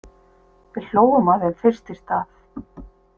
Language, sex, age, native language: Icelandic, female, 50-59, Icelandic